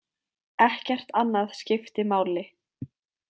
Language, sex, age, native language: Icelandic, female, 20-29, Icelandic